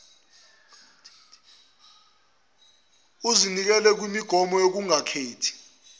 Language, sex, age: Zulu, male, 22